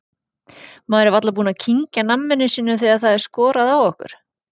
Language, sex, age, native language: Icelandic, female, 40-49, Icelandic